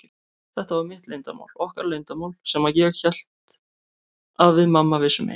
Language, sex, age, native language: Icelandic, male, 30-39, Icelandic